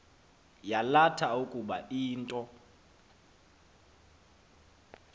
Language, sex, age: Xhosa, male, 23